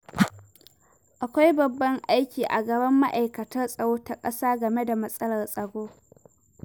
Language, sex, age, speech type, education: Hausa, female, 15-29, read, primary